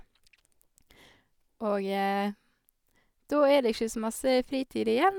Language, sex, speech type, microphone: Norwegian, female, spontaneous, Sennheiser